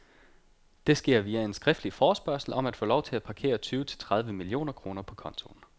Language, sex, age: Danish, male, 29